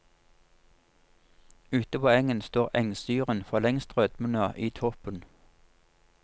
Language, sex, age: Norwegian, male, 47